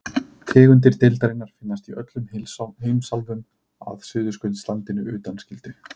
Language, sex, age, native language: Icelandic, male, 30-39, Icelandic